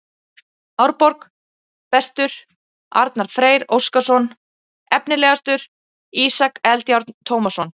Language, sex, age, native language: Icelandic, female, 30-39, Icelandic